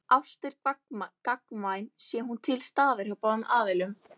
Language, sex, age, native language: Icelandic, female, 11, Icelandic